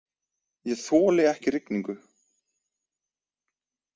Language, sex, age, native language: Icelandic, male, 20-29, Icelandic